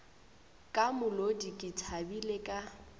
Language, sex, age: Northern Sotho, female, 21